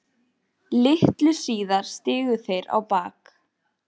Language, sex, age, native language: Icelandic, female, 14, Icelandic